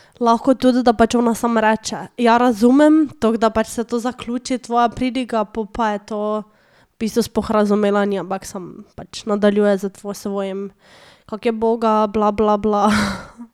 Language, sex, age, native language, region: Slovenian, female, 18-29, Slovenian, Drava region